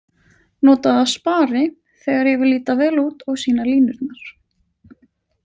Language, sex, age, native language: Icelandic, female, 20-29, Icelandic